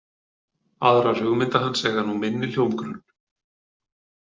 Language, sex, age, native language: Icelandic, male, 40-49, Icelandic